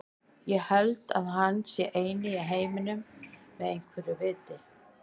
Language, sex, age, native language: Icelandic, female, 50-59, Icelandic